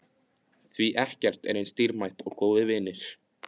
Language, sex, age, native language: Icelandic, male, 15, Icelandic